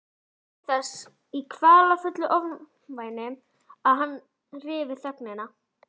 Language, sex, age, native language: Icelandic, female, 11, Icelandic